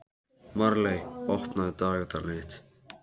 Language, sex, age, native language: Icelandic, male, 13, Icelandic